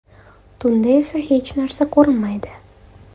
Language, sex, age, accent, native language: Uzbek, female, 25-34, Toshkent shahri, Uzbek